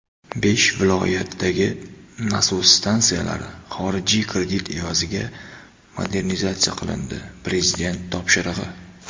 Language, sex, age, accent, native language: Uzbek, male, 19-29, Toshkent viloyati, Uzbek